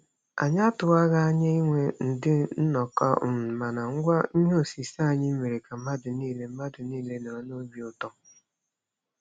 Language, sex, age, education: Igbo, female, 30-45, tertiary